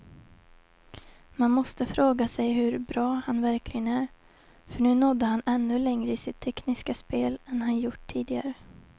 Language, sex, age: Swedish, female, 20